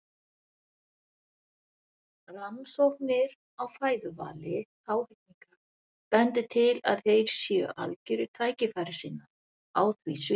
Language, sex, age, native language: Icelandic, female, 60-69, Icelandic